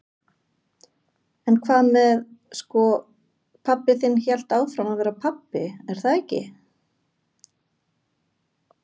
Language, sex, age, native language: Icelandic, female, 40-49, Icelandic